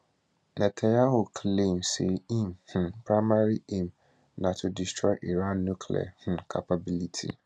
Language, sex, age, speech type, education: Nigerian Pidgin, male, 15-29, spontaneous, tertiary